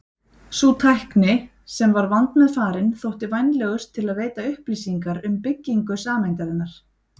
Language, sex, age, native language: Icelandic, female, 30-39, Icelandic